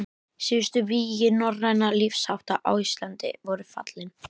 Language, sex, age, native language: Icelandic, female, 11, Icelandic